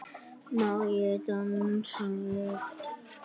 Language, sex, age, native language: Icelandic, female, 9, Icelandic